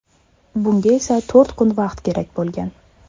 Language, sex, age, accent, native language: Uzbek, female, 25-34, Surxondaryo, Uzbek